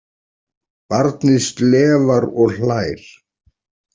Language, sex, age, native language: Icelandic, male, 40-49, Icelandic